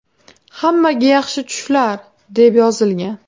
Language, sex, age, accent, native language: Uzbek, female, 18-24, Farg'ona, Uzbek